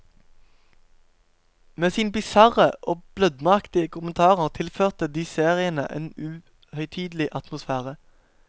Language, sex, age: Norwegian, male, 17